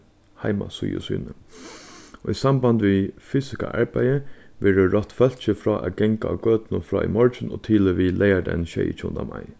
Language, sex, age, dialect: Faroese, male, 15-35, Suðurstreymoy